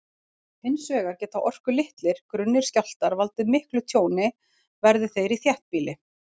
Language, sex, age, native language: Icelandic, female, 40-49, Icelandic